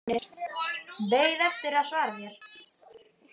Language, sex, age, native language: Icelandic, female, 12, Icelandic